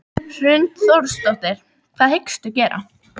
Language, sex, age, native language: Icelandic, female, 12, Icelandic